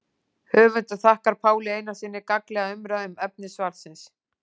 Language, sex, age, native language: Icelandic, female, 40-49, Icelandic